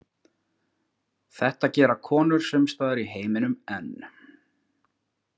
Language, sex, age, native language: Icelandic, male, 40-49, Icelandic